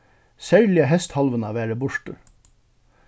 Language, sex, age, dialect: Faroese, male, 36-60, Suðurstreymoy